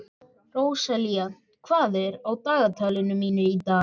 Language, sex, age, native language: Icelandic, male, 14, Icelandic